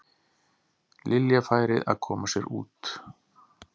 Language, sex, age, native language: Icelandic, male, 40-49, Icelandic